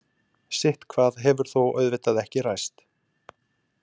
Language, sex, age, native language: Icelandic, male, 40-49, Icelandic